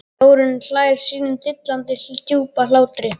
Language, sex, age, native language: Icelandic, other, 12, Icelandic